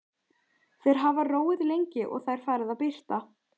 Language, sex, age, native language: Icelandic, female, 14, Icelandic